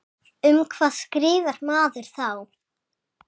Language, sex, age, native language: Icelandic, female, 7, Icelandic